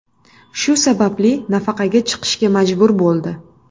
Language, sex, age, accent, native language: Uzbek, female, 25-34, Namangan, Uzbek